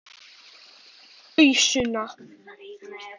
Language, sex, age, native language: Icelandic, male, 10, Icelandic